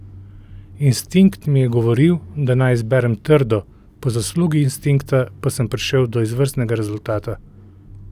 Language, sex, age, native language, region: Slovenian, male, 30-49, Slovenian, Central Slovenia